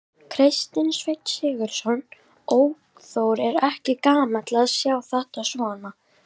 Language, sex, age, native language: Icelandic, female, 18-19, Icelandic